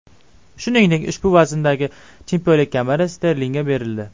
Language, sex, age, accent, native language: Uzbek, male, 12-17, Jizzax, Uzbek